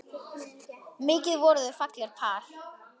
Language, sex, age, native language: Icelandic, male, 10, Icelandic